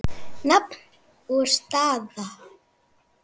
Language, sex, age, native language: Icelandic, female, 7, Icelandic